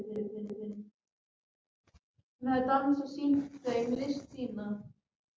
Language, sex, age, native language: Icelandic, male, 12, Icelandic